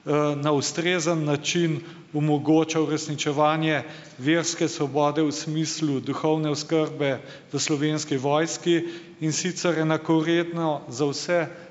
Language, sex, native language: Slovenian, male, Slovenian